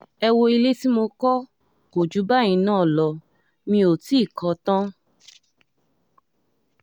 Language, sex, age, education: Yoruba, female, 15-29, tertiary